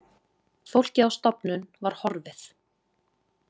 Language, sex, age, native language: Icelandic, female, 20-29, Icelandic